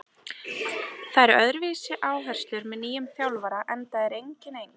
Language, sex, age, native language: Icelandic, female, 30-39, Icelandic